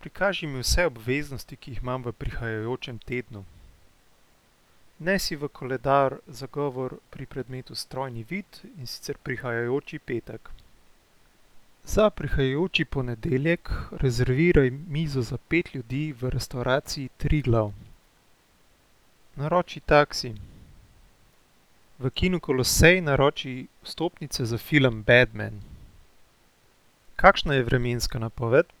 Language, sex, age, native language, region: Slovenian, male, 18-29, Slovenian, Central Slovenia